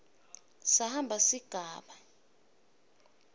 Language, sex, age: Swati, female, 21